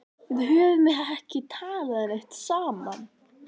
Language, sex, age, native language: Icelandic, female, 11, Icelandic